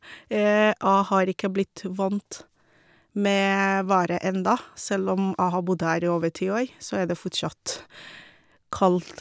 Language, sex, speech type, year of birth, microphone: Norwegian, female, spontaneous, 1982, Shure